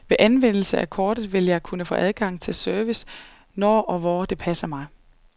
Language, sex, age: Danish, female, 39